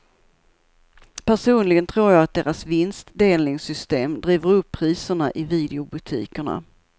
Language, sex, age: Swedish, female, 54